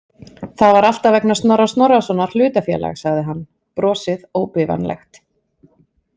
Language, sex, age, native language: Icelandic, female, 30-39, Icelandic